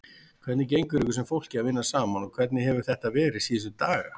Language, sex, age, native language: Icelandic, male, 40-49, Icelandic